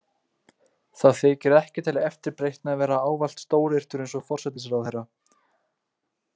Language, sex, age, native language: Icelandic, male, 20-29, Icelandic